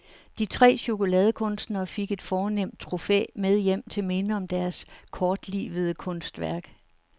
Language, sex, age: Danish, female, 69